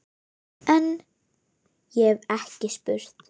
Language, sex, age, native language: Icelandic, female, 10, Icelandic